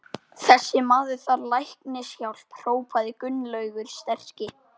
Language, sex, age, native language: Icelandic, male, 12, Icelandic